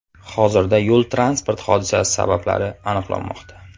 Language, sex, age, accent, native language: Uzbek, male, 19-29, Qashqadaryo, Uzbek